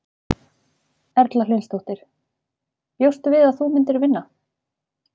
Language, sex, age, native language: Icelandic, female, 30-39, Icelandic